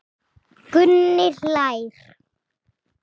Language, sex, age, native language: Icelandic, female, 6, Icelandic